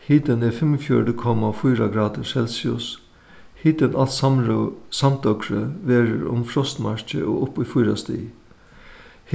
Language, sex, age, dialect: Faroese, male, 61+, Suðuroy